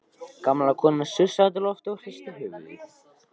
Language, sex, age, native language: Icelandic, male, 14, Icelandic